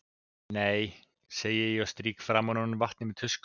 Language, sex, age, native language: Icelandic, male, 20-29, Icelandic